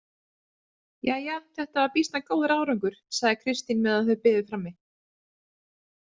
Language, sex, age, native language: Icelandic, female, 30-39, Icelandic